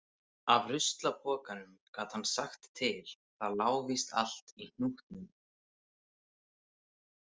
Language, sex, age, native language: Icelandic, male, 18-19, Icelandic